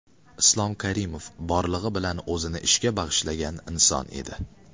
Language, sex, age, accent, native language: Uzbek, male, 18-24, Qashqadaryo, Uzbek